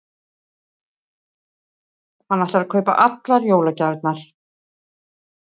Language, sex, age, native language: Icelandic, female, 60-69, Icelandic